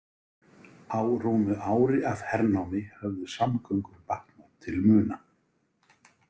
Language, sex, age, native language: Icelandic, male, 50-59, Icelandic